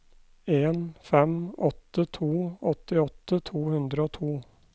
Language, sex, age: Norwegian, male, 29